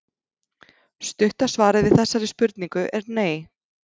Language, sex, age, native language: Icelandic, female, 30-39, Icelandic